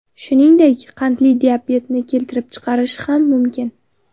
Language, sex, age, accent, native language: Uzbek, female, under 19, Navoiy, Uzbek